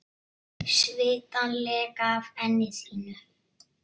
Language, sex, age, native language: Icelandic, male, 6, Icelandic